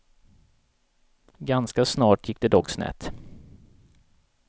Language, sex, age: Swedish, male, 37